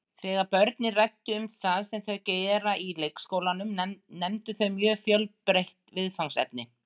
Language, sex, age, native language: Icelandic, female, 60-69, Icelandic